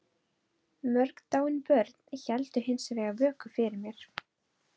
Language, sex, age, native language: Icelandic, female, 12, Icelandic